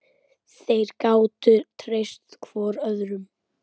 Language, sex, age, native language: Icelandic, male, 10, Icelandic